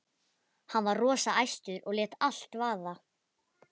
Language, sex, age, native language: Icelandic, female, 11, Icelandic